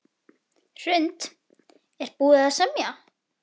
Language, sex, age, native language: Icelandic, female, 10, Icelandic